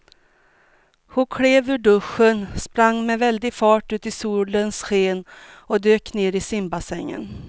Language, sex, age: Swedish, female, 42